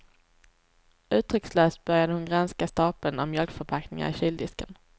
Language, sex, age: Swedish, female, 23